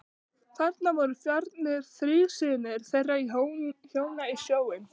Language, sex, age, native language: Icelandic, other, 15, Icelandic